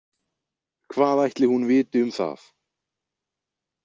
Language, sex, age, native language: Icelandic, male, 20-29, Icelandic